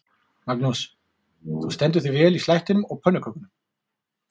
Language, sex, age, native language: Icelandic, male, 40-49, Icelandic